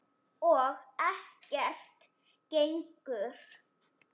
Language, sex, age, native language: Icelandic, female, 7, Icelandic